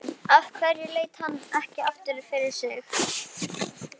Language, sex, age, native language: Icelandic, female, 11, Icelandic